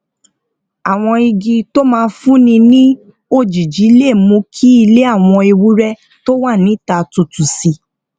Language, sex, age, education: Yoruba, female, 15-29, tertiary